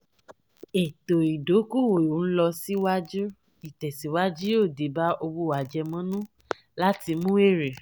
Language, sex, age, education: Yoruba, female, 15-29, tertiary